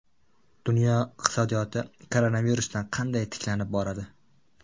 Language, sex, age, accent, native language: Uzbek, male, 18-24, Buxoro, Uzbek